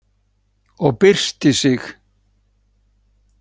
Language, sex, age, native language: Icelandic, female, 6, Icelandic